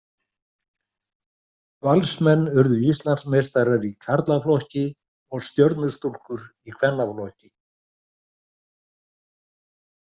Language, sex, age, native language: Icelandic, male, 60-69, Icelandic